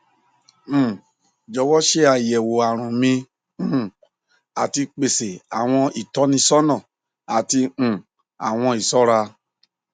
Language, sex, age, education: Yoruba, male, 46-60, tertiary